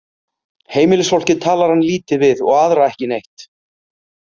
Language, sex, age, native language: Icelandic, male, 30-39, Icelandic